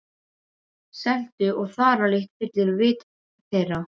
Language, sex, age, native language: Icelandic, female, 12, Serbo-Croatian